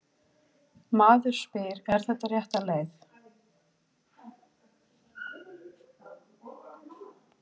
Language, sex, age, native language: Icelandic, female, 40-49, Icelandic